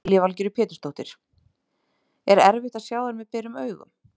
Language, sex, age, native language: Icelandic, female, 30-39, Icelandic